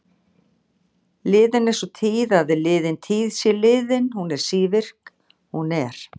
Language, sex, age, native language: Icelandic, female, 60-69, Icelandic